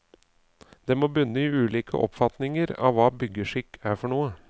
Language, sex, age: Norwegian, male, 39